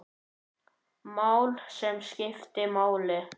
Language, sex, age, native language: Icelandic, male, 9, Icelandic